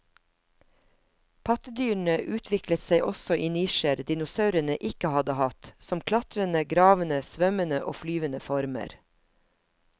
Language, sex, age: Norwegian, female, 50